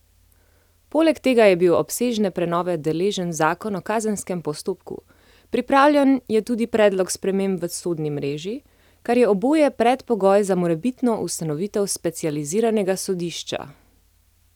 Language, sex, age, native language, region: Slovenian, female, 30-49, Slovenian, Central Slovenia